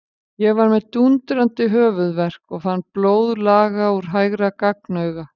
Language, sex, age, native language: Icelandic, female, 50-59, Icelandic